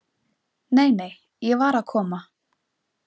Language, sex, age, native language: Icelandic, female, 20-29, Icelandic